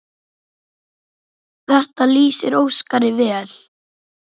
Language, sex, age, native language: Icelandic, male, 9, Icelandic